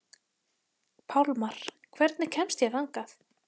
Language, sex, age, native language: Icelandic, female, 14, Icelandic